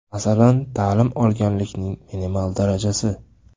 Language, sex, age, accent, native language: Uzbek, male, 18-24, Samarqand, Uzbek